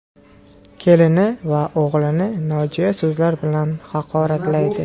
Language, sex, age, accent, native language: Uzbek, male, 18-24, Qashqadaryo, Uzbek